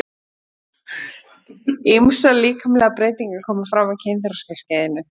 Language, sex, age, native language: Icelandic, female, 30-39, Icelandic